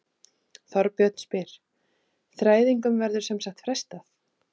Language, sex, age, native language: Icelandic, female, 30-39, Icelandic